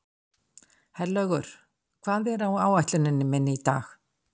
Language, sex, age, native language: Icelandic, female, 60-69, Icelandic